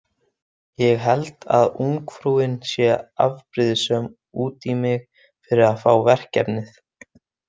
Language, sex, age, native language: Icelandic, male, 20-29, Icelandic